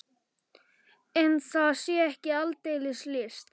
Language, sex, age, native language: Icelandic, male, 11, Polish